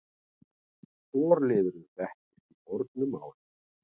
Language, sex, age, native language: Icelandic, male, 40-49, Icelandic